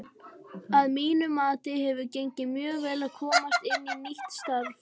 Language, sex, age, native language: Icelandic, male, 18-19, Icelandic